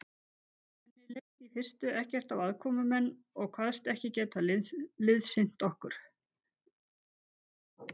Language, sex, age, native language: Icelandic, female, 50-59, Icelandic